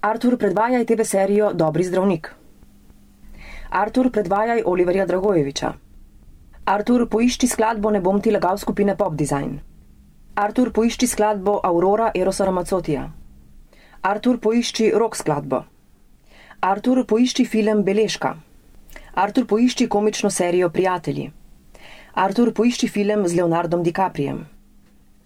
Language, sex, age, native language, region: Slovenian, female, 30-49, Slovenian, Central Slovenia